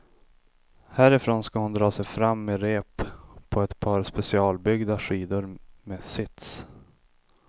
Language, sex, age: Swedish, male, 25